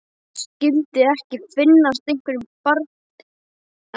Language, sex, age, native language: Icelandic, male, 12, Icelandic